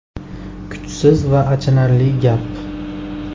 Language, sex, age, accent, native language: Uzbek, male, 18-24, Andijon, Uzbek